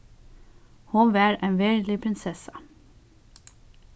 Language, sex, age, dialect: Faroese, female, 15-35, Suðurstreymoy